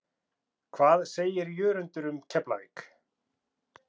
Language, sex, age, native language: Icelandic, male, 40-49, Icelandic